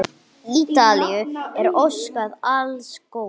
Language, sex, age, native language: Icelandic, male, 9, English